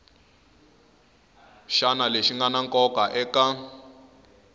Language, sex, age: Tsonga, male, 21